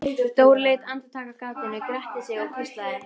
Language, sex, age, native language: Icelandic, female, 13, Icelandic